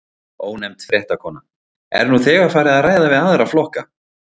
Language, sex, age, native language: Icelandic, male, 40-49, Icelandic